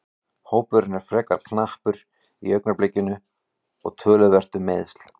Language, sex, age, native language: Icelandic, male, 40-49, Icelandic